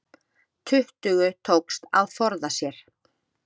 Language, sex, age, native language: Icelandic, female, 30-39, Icelandic